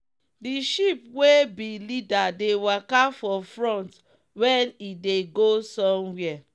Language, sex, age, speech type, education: Nigerian Pidgin, female, 30-45, spontaneous, tertiary